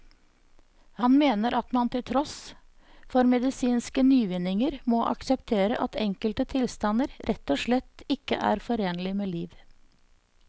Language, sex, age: Norwegian, female, 54